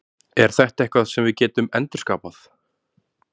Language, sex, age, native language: Icelandic, male, 30-39, Icelandic